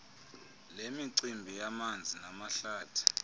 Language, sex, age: Xhosa, male, 30